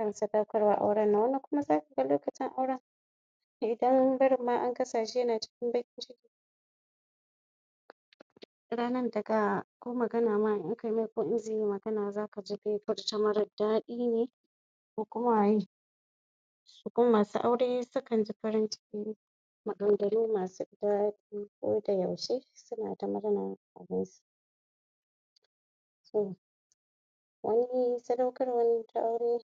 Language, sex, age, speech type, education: Hausa, female, 46-60, spontaneous, tertiary